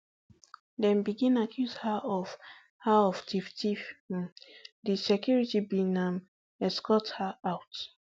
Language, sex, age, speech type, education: Nigerian Pidgin, female, 15-29, spontaneous, tertiary